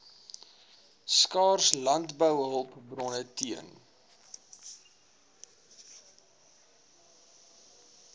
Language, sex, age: Afrikaans, male, 19